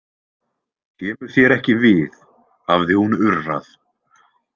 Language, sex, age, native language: Icelandic, male, 20-29, Icelandic